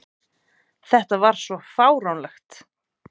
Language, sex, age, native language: Icelandic, female, 30-39, Icelandic